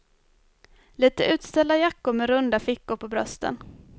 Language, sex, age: Swedish, female, 24